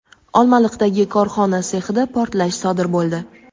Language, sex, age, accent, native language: Uzbek, female, 18-24, Toshkent shahri, Uzbek